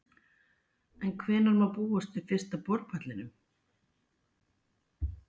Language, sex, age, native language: Icelandic, female, 40-49, Icelandic